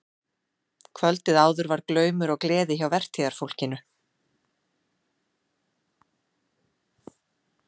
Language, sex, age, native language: Icelandic, female, 40-49, Icelandic